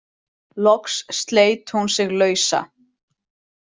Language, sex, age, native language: Icelandic, female, 40-49, Icelandic